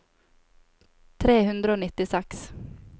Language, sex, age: Norwegian, female, 28